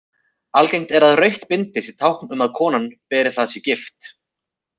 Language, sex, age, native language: Icelandic, male, 30-39, Icelandic